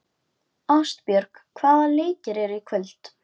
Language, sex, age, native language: Icelandic, female, 11, Icelandic